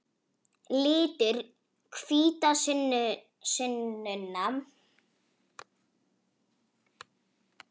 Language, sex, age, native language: Icelandic, female, 18-19, Icelandic